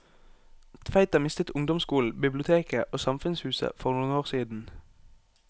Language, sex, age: Norwegian, male, 18